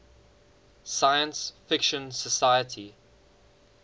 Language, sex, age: English, male, 19